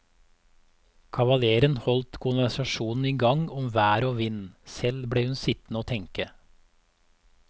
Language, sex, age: Norwegian, male, 34